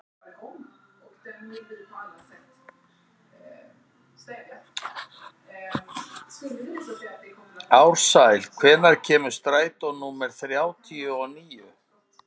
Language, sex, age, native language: Icelandic, male, 50-59, Icelandic